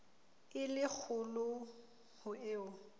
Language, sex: Southern Sotho, female